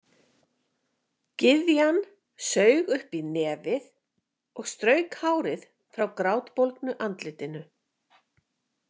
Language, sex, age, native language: Icelandic, female, 50-59, Icelandic